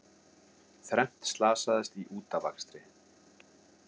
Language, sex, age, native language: Icelandic, male, 40-49, Icelandic